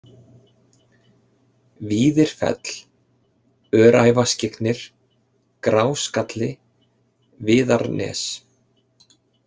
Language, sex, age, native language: Icelandic, male, 30-39, Icelandic